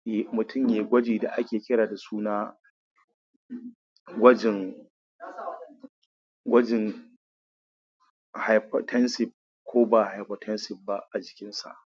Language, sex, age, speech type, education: Hausa, male, 30-45, spontaneous, tertiary